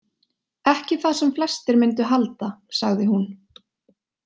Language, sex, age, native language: Icelandic, female, 20-29, Icelandic